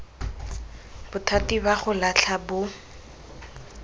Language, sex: Tswana, female